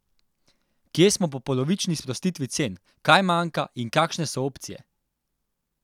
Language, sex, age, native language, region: Slovenian, male, 18-29, Slovenian, Central Slovenia